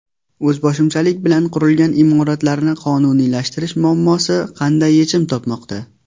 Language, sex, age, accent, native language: Uzbek, male, 19-29, Farg'ona, Uzbek